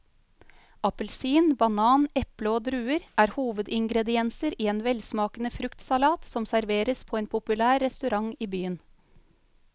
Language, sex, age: Norwegian, female, 35